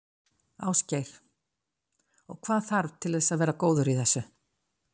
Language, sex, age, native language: Icelandic, female, 60-69, Icelandic